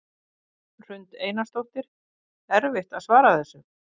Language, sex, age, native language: Icelandic, female, 50-59, Icelandic